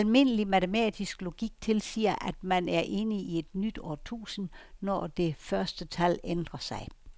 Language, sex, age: Danish, female, 69